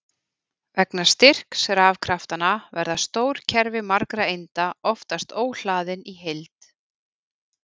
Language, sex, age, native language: Icelandic, female, 40-49, Icelandic